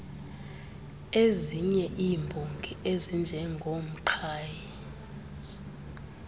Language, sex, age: Xhosa, female, 31